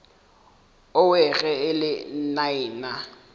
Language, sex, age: Northern Sotho, male, 18